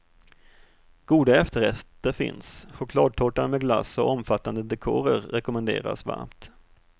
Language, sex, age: Swedish, male, 38